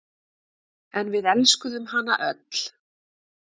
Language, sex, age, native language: Icelandic, female, 50-59, Icelandic